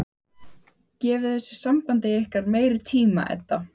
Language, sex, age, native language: Icelandic, female, 15, Icelandic